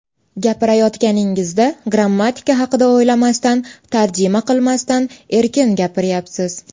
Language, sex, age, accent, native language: Uzbek, female, 18-24, Toshkent shahri, Uzbek